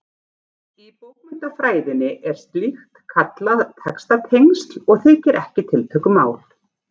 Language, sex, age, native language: Icelandic, female, 40-49, Icelandic